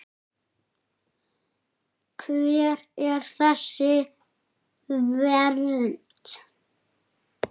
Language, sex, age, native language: Icelandic, male, 7, Icelandic